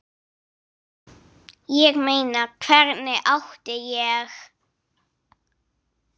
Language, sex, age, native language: Icelandic, female, 8, English